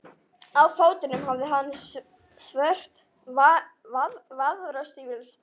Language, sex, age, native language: Icelandic, female, 11, Icelandic